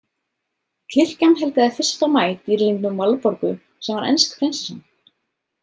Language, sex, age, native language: Icelandic, female, 30-39, Icelandic